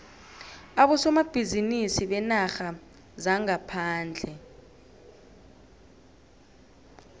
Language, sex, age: South Ndebele, female, 18